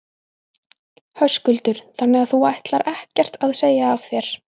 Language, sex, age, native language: Icelandic, female, 20-29, Icelandic